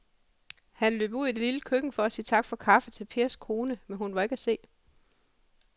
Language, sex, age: Danish, female, 41